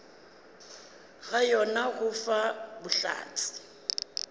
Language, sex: Northern Sotho, female